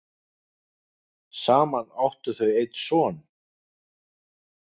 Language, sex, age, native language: Icelandic, male, 50-59, Icelandic